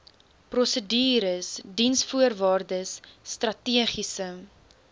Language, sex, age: Afrikaans, female, 19